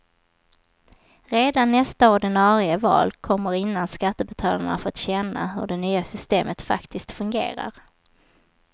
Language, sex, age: Swedish, female, 27